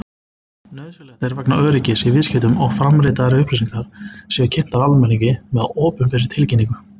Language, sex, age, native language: Icelandic, male, 20-29, Icelandic